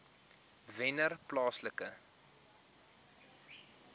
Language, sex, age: Afrikaans, male, 21